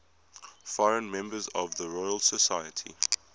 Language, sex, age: English, male, 22